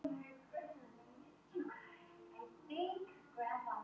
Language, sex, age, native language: Icelandic, female, 20-29, Icelandic